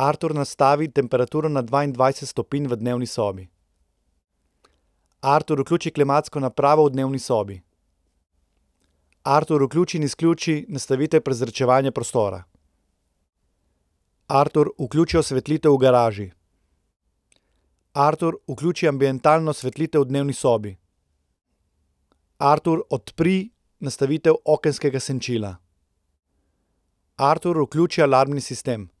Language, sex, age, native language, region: Slovenian, male, 30-49, Slovenian, Central Slovenia